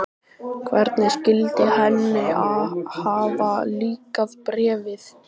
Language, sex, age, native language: Icelandic, male, 13, Icelandic